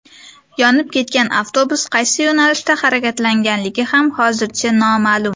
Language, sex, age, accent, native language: Uzbek, female, under 19, Sirdaryo, Uzbek